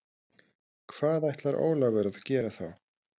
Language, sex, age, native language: Icelandic, male, 30-39, Icelandic